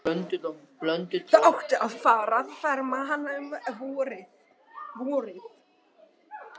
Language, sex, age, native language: Icelandic, other, 60-69, Russian